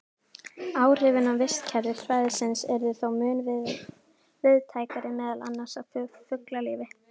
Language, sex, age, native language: Icelandic, female, 18-19, Icelandic